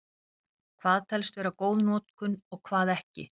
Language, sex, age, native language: Icelandic, female, 50-59, Icelandic